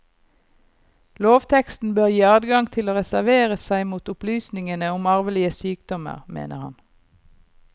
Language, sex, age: Norwegian, female, 39